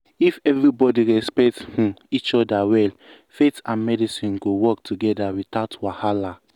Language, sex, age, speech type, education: Nigerian Pidgin, male, 15-29, spontaneous, tertiary